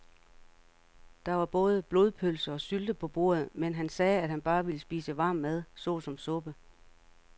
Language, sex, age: Danish, female, 48